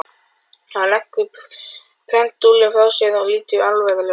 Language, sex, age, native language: Icelandic, male, 12, Icelandic